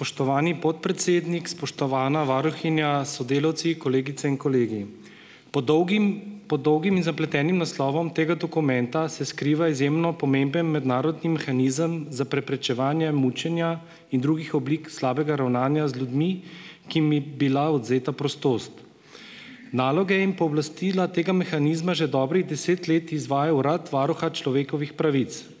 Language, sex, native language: Slovenian, male, Slovenian